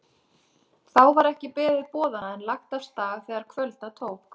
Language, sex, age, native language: Icelandic, female, 30-39, Icelandic